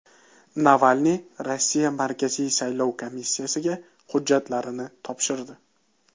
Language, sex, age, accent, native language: Uzbek, male, 25-34, Toshkent viloyati, Uzbek